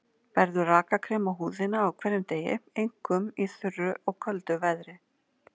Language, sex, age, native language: Icelandic, female, 40-49, Icelandic